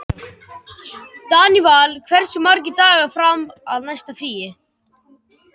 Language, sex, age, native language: Icelandic, male, 18-19, Icelandic